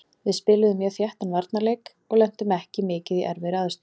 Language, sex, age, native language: Icelandic, female, 40-49, Icelandic